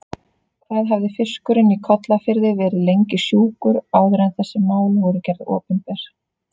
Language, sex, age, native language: Icelandic, female, 30-39, Icelandic